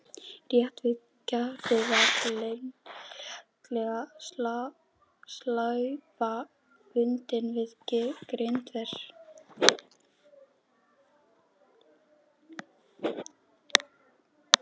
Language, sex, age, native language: Icelandic, female, 12, Icelandic